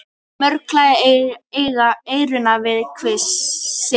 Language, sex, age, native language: Icelandic, female, 18-19, Icelandic